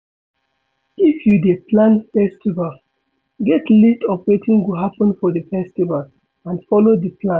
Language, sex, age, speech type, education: Nigerian Pidgin, male, 30-45, read, secondary